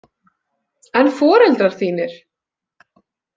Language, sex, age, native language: Icelandic, female, 40-49, Icelandic